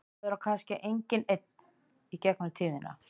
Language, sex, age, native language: Icelandic, female, 50-59, Icelandic